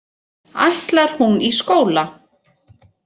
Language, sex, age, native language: Icelandic, female, 40-49, Icelandic